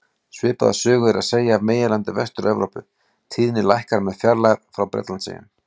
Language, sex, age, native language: Icelandic, male, 40-49, Icelandic